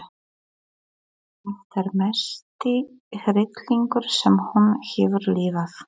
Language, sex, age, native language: Icelandic, female, 40-49, Polish